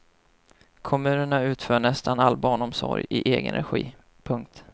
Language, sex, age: Swedish, male, 25